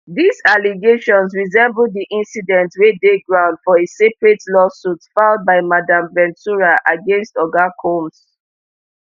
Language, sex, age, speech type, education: Nigerian Pidgin, female, 15-29, spontaneous, tertiary